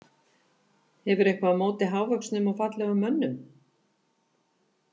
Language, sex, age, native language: Icelandic, female, 50-59, Icelandic